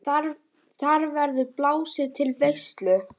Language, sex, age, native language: Icelandic, female, 10, Icelandic